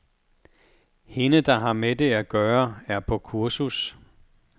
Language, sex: Danish, male